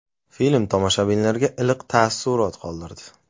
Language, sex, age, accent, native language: Uzbek, male, 25-34, Toshkent shahri, Uzbek